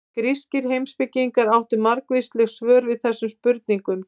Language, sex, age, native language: Icelandic, female, 50-59, Icelandic